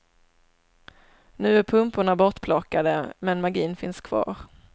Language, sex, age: Swedish, female, 27